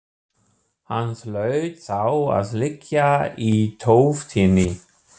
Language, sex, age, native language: Icelandic, male, 60-69, German